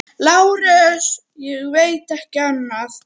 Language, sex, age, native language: Icelandic, female, 9, Icelandic